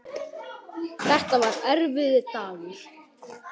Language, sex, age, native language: Icelandic, male, 10, Icelandic